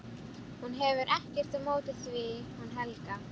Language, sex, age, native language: Icelandic, female, 12, Icelandic